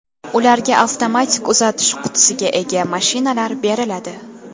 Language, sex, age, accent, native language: Uzbek, female, under 19, Toshkent shahri, Uzbek